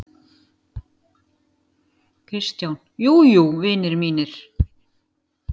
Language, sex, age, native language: Icelandic, female, 50-59, Icelandic